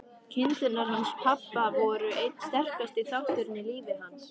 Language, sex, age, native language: Icelandic, female, 13, Icelandic